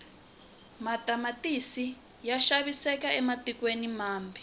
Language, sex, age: Tsonga, female, 20